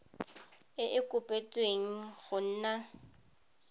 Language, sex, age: Tswana, female, 31